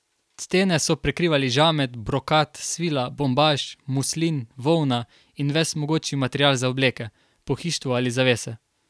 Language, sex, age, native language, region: Slovenian, male, 18-29, Slovenian, Carinthia region